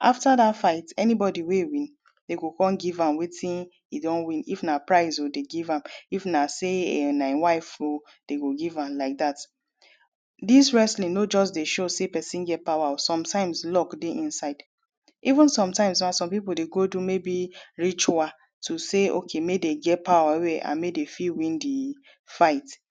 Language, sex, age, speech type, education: Nigerian Pidgin, female, 30-45, spontaneous, tertiary